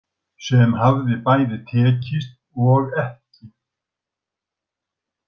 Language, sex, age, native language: Icelandic, male, 60-69, Icelandic